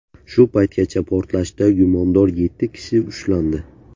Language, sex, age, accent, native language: Uzbek, male, 18-24, Buxoro, Uzbek